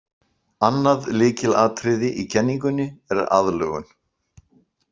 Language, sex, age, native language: Icelandic, male, 60-69, Icelandic